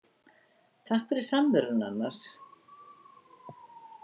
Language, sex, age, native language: Icelandic, female, 60-69, Icelandic